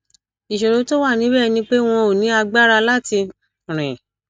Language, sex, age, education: Yoruba, female, 60+, tertiary